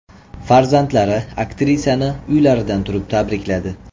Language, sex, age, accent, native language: Uzbek, male, 25-34, Toshkent viloyati, Uzbek